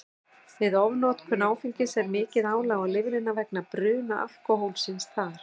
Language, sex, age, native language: Icelandic, female, 60-69, Icelandic